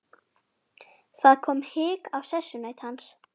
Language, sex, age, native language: Icelandic, female, 11, Icelandic